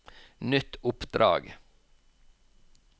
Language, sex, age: Norwegian, male, 46